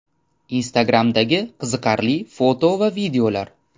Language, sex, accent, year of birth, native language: Uzbek, male, Toshkent shahri, 2002, Uzbek